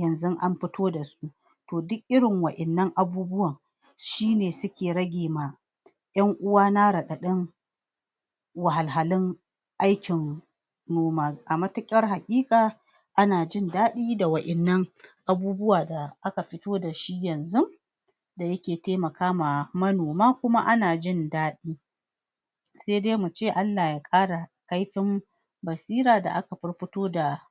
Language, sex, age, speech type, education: Hausa, female, 46-60, spontaneous, tertiary